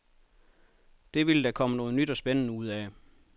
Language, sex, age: Danish, male, 31